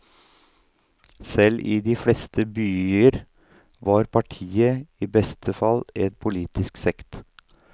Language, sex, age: Norwegian, male, 39